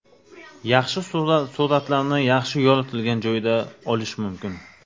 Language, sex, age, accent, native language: Uzbek, male, 25-34, Navoiy, Uzbek